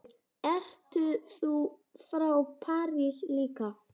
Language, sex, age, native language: Icelandic, male, 10, Icelandic